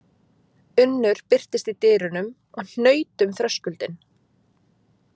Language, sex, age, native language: Icelandic, female, 20-29, Icelandic